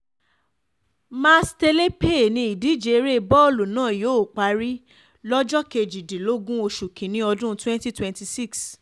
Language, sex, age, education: Yoruba, female, 15-29, tertiary